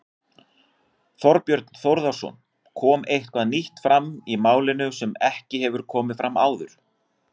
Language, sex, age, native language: Icelandic, male, 40-49, Icelandic